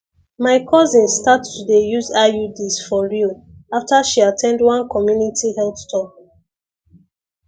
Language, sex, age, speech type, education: Nigerian Pidgin, female, 15-29, spontaneous, secondary